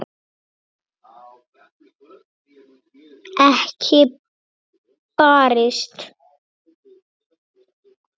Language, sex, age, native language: Icelandic, male, 6, Icelandic